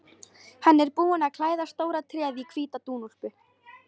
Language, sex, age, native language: Icelandic, female, 13, Icelandic